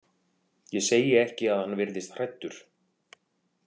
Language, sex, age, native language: Icelandic, male, 40-49, Icelandic